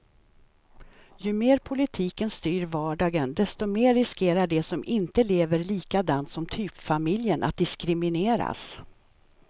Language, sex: Swedish, female